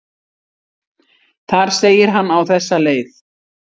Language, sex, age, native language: Icelandic, female, 60-69, Icelandic